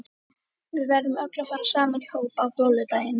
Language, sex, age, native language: Icelandic, female, 13, Icelandic